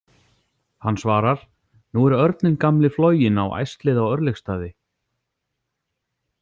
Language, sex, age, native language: Icelandic, male, 40-49, Icelandic